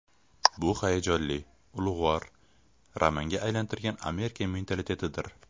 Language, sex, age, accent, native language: Uzbek, male, 18-24, Farg'ona, Uzbek